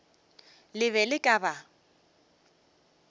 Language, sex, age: Northern Sotho, female, 23